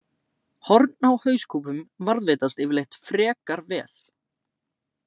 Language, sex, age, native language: Icelandic, male, 18-19, Icelandic